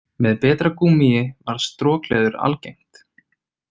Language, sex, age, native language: Icelandic, male, 30-39, Icelandic